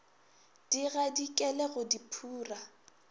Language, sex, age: Northern Sotho, female, 21